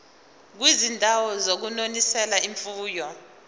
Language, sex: Zulu, female